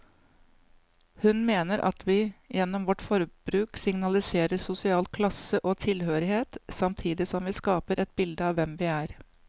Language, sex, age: Norwegian, female, 55